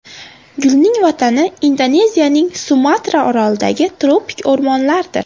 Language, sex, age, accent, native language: Uzbek, female, 18-24, Farg'ona, Uzbek